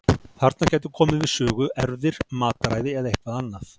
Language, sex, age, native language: Icelandic, male, 40-49, Icelandic